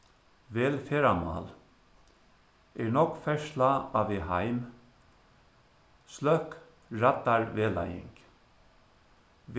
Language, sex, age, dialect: Faroese, male, 61+, Suðuroy